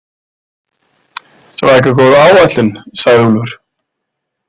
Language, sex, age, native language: Icelandic, male, 20-29, Icelandic